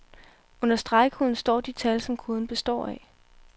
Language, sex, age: Danish, female, 18